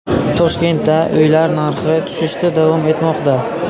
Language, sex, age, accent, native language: Uzbek, male, 18-24, Buxoro, Uzbek